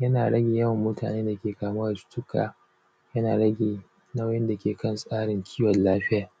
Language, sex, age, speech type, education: Hausa, male, 15-29, spontaneous, tertiary